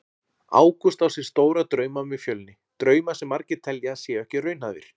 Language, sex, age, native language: Icelandic, male, 40-49, Icelandic